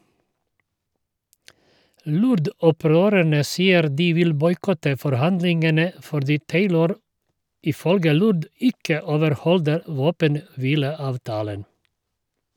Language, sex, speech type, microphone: Norwegian, male, read, Shure